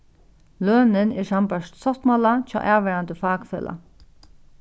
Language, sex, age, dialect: Faroese, female, 36-60, Norðuroyggjar